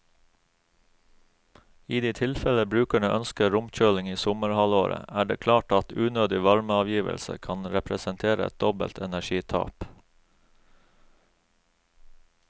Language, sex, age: Norwegian, male, 36